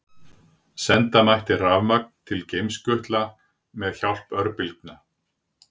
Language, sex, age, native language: Icelandic, male, 60-69, Icelandic